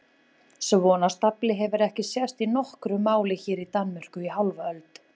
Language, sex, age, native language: Icelandic, female, 20-29, Icelandic